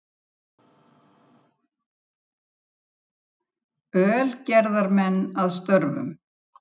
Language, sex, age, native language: Icelandic, female, 70-79, Icelandic